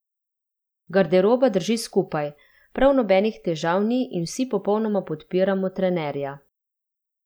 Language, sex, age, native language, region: Slovenian, female, 30-49, Slovenian, Central Slovenia